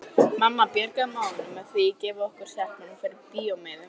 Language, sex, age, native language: Icelandic, female, 30-39, Icelandic